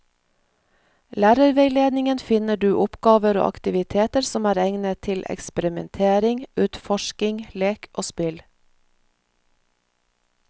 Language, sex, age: Norwegian, female, 46